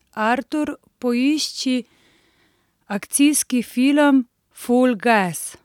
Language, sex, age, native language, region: Slovenian, female, 30-49, Slovenian, Central Slovenia